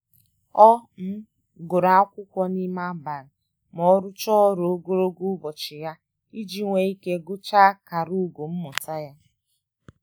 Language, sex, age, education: Igbo, male, 15-29, tertiary